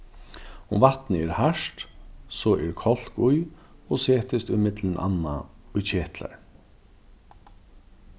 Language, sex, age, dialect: Faroese, male, 36-60, Norðurstreymoy/Eysturoy